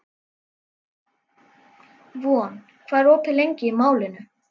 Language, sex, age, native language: Icelandic, other, 12, Icelandic